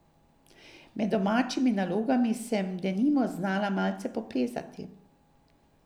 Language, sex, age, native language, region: Slovenian, female, 50-59, Slovenian, Drava region